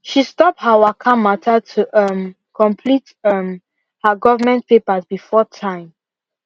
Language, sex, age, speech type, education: Nigerian Pidgin, female, 15-29, spontaneous, secondary